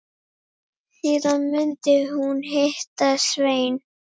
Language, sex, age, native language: Icelandic, male, 10, Icelandic